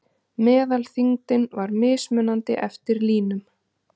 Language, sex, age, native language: Icelandic, female, 30-39, Icelandic